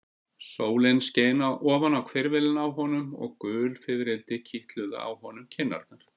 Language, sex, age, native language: Icelandic, male, 50-59, Icelandic